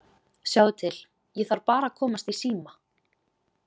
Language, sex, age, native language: Icelandic, female, 20-29, Icelandic